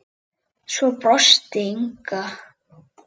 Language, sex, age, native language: Icelandic, female, 8, Icelandic